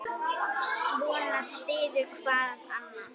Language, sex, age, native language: Icelandic, female, 10, Icelandic